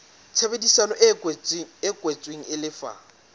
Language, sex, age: Southern Sotho, male, 19